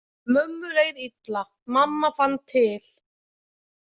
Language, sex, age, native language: Icelandic, female, 20-29, Icelandic